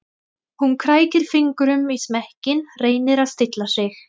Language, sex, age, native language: Icelandic, female, 20-29, Thai